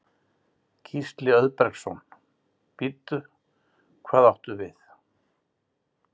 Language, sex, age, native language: Icelandic, male, 60-69, Icelandic